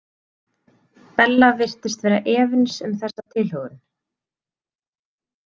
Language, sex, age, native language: Icelandic, female, 30-39, Icelandic